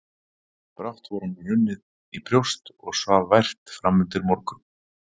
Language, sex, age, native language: Icelandic, male, 40-49, Icelandic